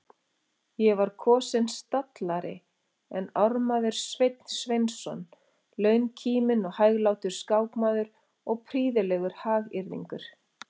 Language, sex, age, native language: Icelandic, female, 40-49, Icelandic